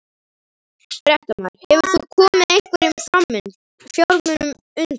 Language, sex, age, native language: Icelandic, male, 11, Icelandic